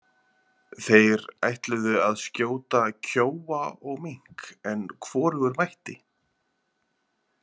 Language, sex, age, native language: Icelandic, male, 30-39, Icelandic